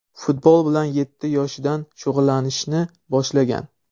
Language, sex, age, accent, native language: Uzbek, male, 12-17, Surxondaryo, Uzbek